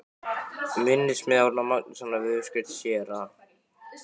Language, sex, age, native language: Icelandic, male, 15, Icelandic